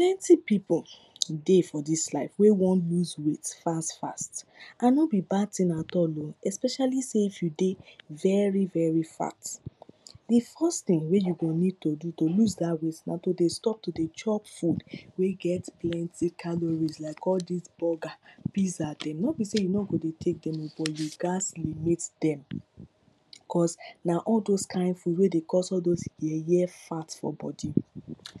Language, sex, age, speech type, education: Nigerian Pidgin, female, 15-29, spontaneous, primary